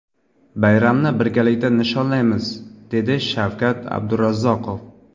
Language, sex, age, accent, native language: Uzbek, male, 25-34, Navoiy, Uzbek